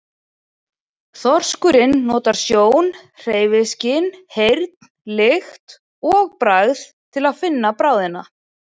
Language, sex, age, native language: Icelandic, female, 20-29, Icelandic